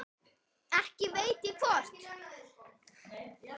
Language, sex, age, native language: Icelandic, female, 6, Icelandic